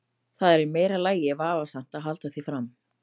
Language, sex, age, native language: Icelandic, female, 30-39, Icelandic